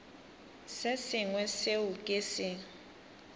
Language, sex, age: Northern Sotho, female, 18